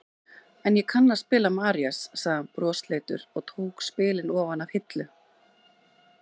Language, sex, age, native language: Icelandic, female, 30-39, Icelandic